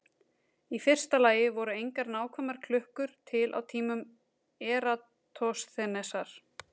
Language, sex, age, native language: Icelandic, female, 30-39, Icelandic